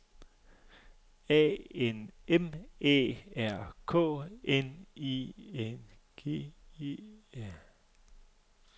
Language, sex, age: Danish, male, 35